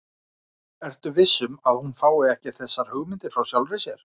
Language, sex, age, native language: Icelandic, male, 40-49, Icelandic